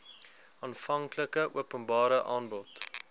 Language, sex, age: Afrikaans, male, 19